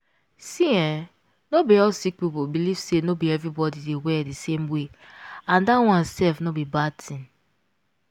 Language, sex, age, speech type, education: Nigerian Pidgin, female, 15-29, spontaneous, tertiary